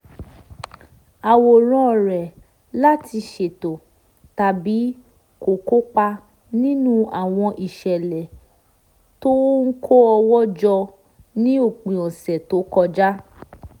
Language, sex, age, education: Yoruba, female, 15-29, tertiary